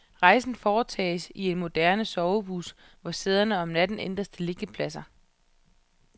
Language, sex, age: Danish, female, 31